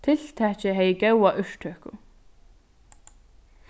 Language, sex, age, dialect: Faroese, female, 15-35, Norðurstreymoy/Eysturoy